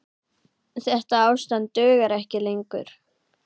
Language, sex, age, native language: Icelandic, female, 8, Icelandic